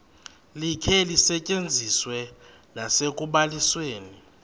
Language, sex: Xhosa, male